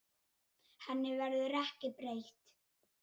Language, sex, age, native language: Icelandic, male, 8, Icelandic